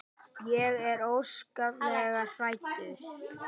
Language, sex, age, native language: Icelandic, female, 18-19, Icelandic